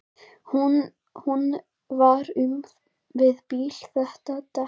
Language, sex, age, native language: Icelandic, female, 11, Icelandic